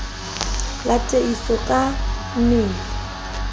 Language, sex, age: Southern Sotho, female, 22